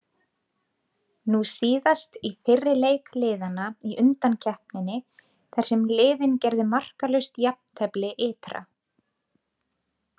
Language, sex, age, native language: Icelandic, female, 20-29, Icelandic